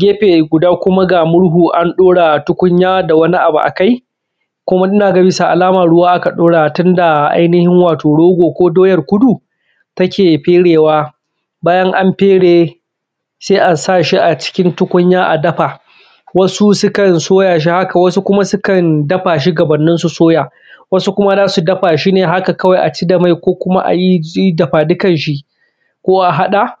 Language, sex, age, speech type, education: Hausa, male, 15-29, spontaneous, primary